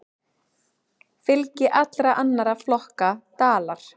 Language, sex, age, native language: Icelandic, female, 30-39, Icelandic